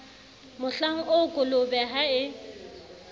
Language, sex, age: Southern Sotho, female, 35